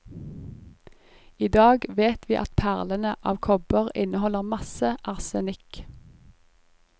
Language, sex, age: Norwegian, female, 25